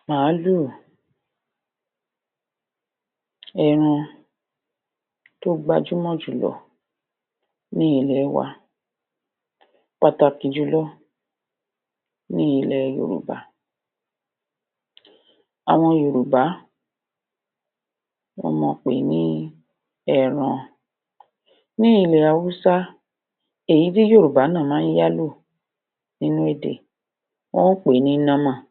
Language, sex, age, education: Yoruba, female, 60+, tertiary